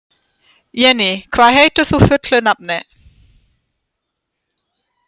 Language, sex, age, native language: Icelandic, female, 30-39, German